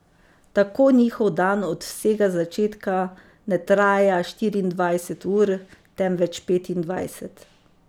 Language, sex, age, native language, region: Slovenian, female, 50-59, Slovenian, Savinja region